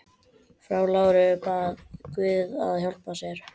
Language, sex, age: Icelandic, male, 12